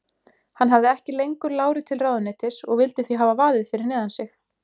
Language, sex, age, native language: Icelandic, female, 20-29, Icelandic